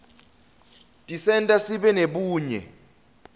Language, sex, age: Swati, male, 20